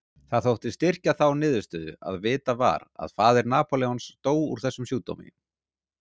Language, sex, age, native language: Icelandic, male, 40-49, Icelandic